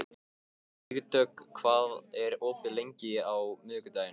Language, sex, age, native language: Icelandic, male, 15, Icelandic